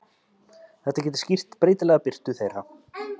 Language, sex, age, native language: Icelandic, male, 30-39, Icelandic